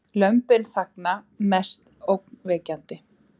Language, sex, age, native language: Icelandic, female, 20-29, Icelandic